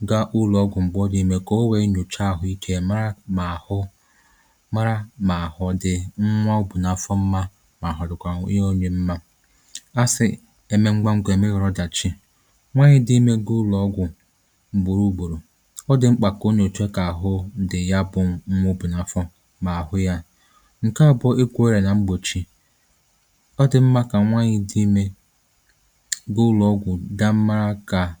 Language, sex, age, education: Igbo, male, 15-29, tertiary